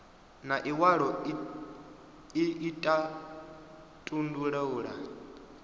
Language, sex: Venda, male